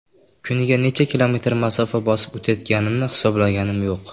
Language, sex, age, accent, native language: Uzbek, male, under 19, Qashqadaryo, Uzbek